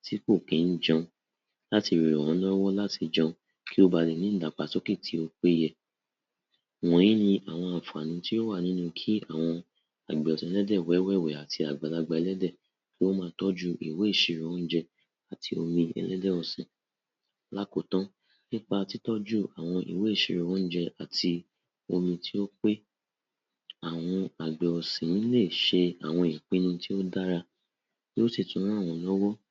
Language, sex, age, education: Yoruba, male, 60+, tertiary